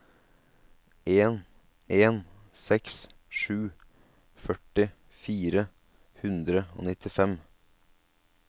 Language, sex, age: Norwegian, male, 27